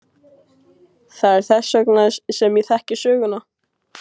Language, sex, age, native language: Icelandic, female, 16, Icelandic